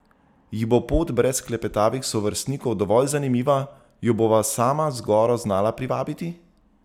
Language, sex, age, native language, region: Slovenian, male, 30-49, Slovenian, Zasavska region